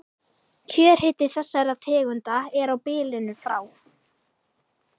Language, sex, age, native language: Icelandic, female, 11, Icelandic